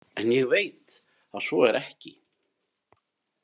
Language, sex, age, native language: Icelandic, male, 50-59, Icelandic